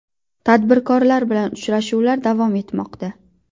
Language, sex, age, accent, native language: Uzbek, female, 19-29, Qashqadaryo, Uzbek